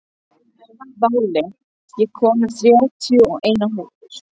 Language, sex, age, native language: Icelandic, other, 13, Icelandic